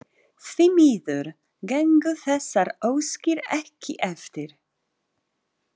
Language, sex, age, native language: Icelandic, female, 40-49, Polish